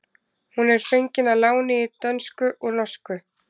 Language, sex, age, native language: Icelandic, female, 20-29, Icelandic